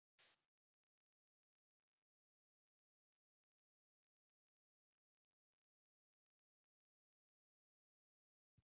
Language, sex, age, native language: Icelandic, male, 40-49, English